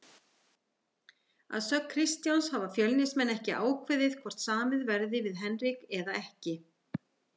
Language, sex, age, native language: Icelandic, female, 50-59, Icelandic